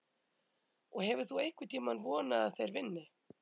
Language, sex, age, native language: Icelandic, female, 30-39, Icelandic